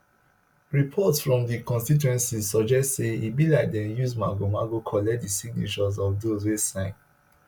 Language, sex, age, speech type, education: Nigerian Pidgin, male, 30-45, spontaneous, tertiary